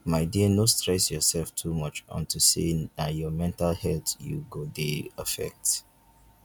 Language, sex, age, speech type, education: Nigerian Pidgin, male, 15-29, spontaneous, tertiary